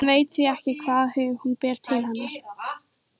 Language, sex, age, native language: Icelandic, female, 14, Icelandic